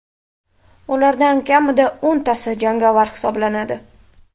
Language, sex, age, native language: Uzbek, female, 18-24, Uzbek